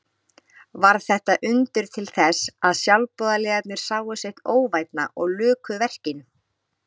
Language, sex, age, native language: Icelandic, female, 30-39, Icelandic